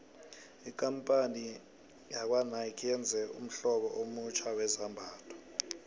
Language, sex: South Ndebele, male